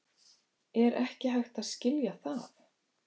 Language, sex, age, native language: Icelandic, female, 50-59, Icelandic